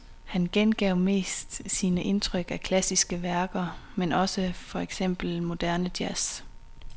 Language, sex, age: Danish, female, 26